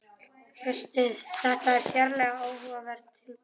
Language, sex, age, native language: Icelandic, male, 11, Icelandic